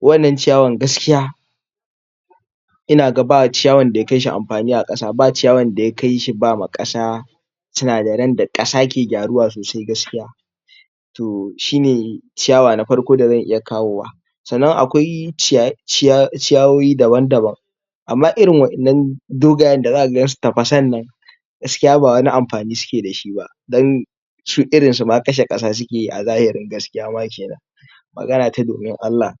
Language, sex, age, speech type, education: Hausa, male, 46-60, spontaneous, tertiary